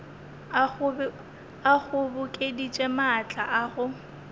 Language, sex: Northern Sotho, female